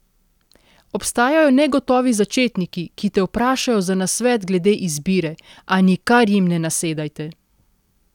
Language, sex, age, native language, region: Slovenian, female, 30-49, Slovenian, Central Slovenia